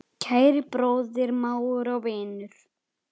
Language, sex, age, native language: Icelandic, male, 7, Icelandic